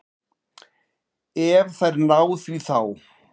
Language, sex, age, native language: Icelandic, male, 40-49, Icelandic